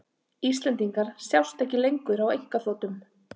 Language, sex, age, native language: Icelandic, female, 30-39, Icelandic